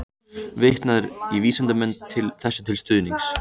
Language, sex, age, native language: Icelandic, male, 18-19, Icelandic